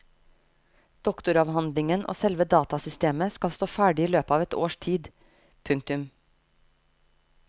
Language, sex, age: Norwegian, female, 30